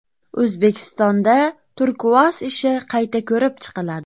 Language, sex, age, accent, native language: Uzbek, female, 25-34, Farg'ona, Uzbek